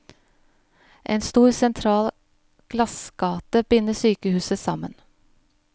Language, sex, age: Norwegian, female, 41